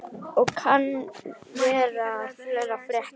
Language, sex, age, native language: Icelandic, female, 11, Icelandic